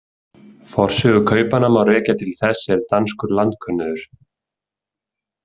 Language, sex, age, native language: Icelandic, male, 30-39, Icelandic